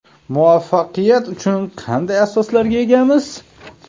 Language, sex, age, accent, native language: Uzbek, male, 25-34, Sirdaryo, Uzbek